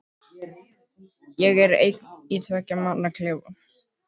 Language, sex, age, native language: Icelandic, male, 12, Icelandic